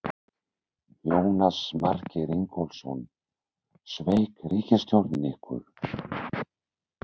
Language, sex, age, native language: Icelandic, male, 60-69, Icelandic